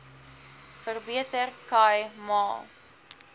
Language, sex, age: Afrikaans, female, 19